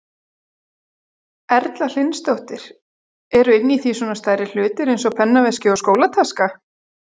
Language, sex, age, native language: Icelandic, female, 40-49, Icelandic